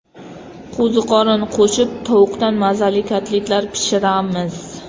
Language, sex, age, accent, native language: Uzbek, female, 25-34, Qashqadaryo, Uzbek